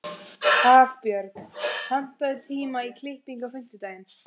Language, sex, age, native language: Icelandic, female, 14, Icelandic